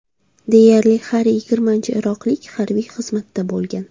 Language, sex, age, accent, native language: Uzbek, female, 25-34, Surxondaryo, Uzbek